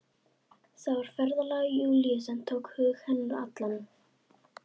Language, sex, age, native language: Icelandic, female, 11, Icelandic